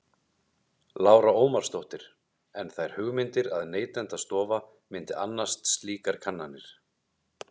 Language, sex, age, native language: Icelandic, male, 30-39, Icelandic